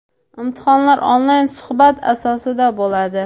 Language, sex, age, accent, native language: Uzbek, female, 18-24, Samarqand, Uzbek